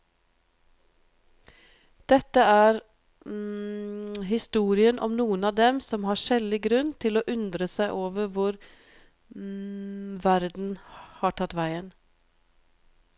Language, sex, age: Norwegian, female, 42